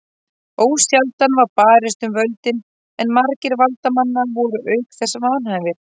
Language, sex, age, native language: Icelandic, female, 30-39, Icelandic